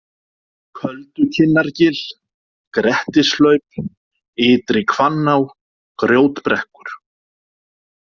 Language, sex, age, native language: Icelandic, male, 40-49, Icelandic